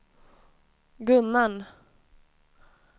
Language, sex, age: Swedish, female, 20